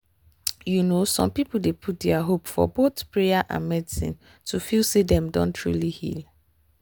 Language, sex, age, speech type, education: Nigerian Pidgin, female, 30-45, spontaneous, tertiary